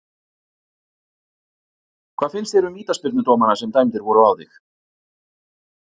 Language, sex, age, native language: Icelandic, male, 40-49, Icelandic